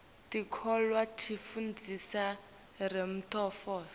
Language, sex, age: Swati, female, 19